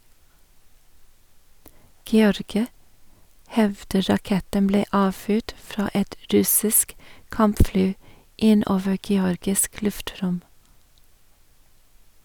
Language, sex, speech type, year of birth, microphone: Norwegian, female, read, 1961, Sennheiser